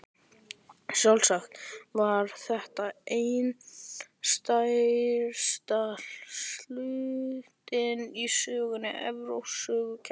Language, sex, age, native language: Icelandic, male, 11, Icelandic